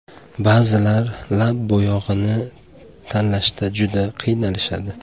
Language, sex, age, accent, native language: Uzbek, male, 25-34, Andijon, Uzbek